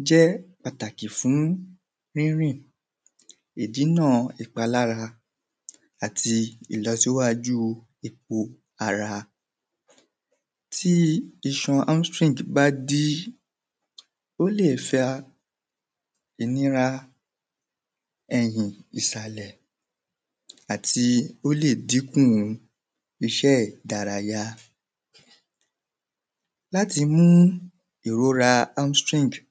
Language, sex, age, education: Yoruba, male, 15-29, primary